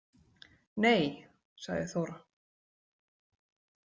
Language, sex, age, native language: Icelandic, female, 40-49, Icelandic